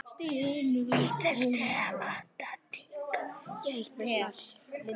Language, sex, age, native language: Icelandic, male, 9, Icelandic